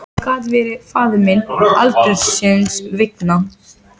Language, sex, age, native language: Icelandic, female, 18-19, Icelandic